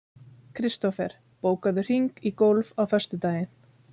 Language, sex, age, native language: Icelandic, female, 30-39, Icelandic